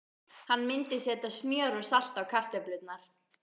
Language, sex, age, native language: Icelandic, female, 12, Icelandic